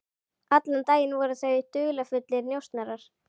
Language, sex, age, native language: Icelandic, female, 11, Icelandic